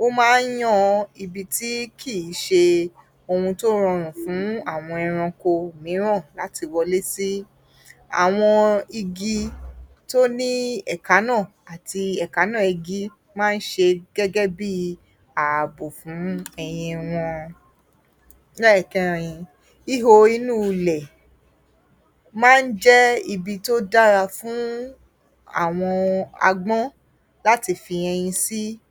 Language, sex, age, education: Yoruba, female, 30-45, tertiary